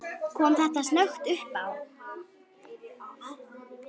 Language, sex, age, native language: Icelandic, female, 9, Icelandic